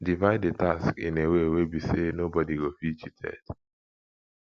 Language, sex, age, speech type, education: Nigerian Pidgin, male, 15-29, spontaneous, tertiary